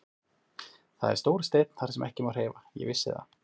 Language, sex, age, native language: Icelandic, male, 40-49, Icelandic